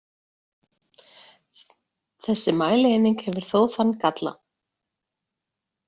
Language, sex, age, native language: Icelandic, female, 30-39, Icelandic